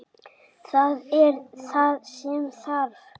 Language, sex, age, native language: Icelandic, male, 8, Icelandic